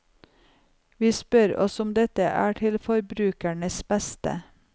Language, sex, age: Norwegian, female, 45